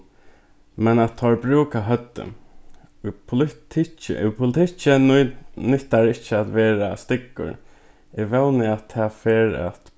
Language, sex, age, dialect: Faroese, male, 15-35, Norðurstreymoy/Eysturoy